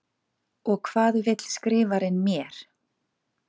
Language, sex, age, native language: Icelandic, female, 40-49, Icelandic